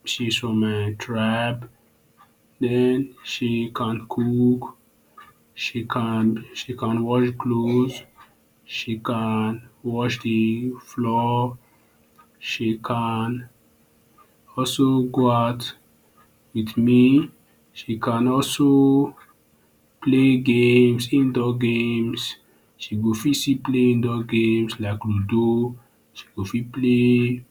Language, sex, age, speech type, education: Nigerian Pidgin, male, 30-45, spontaneous, tertiary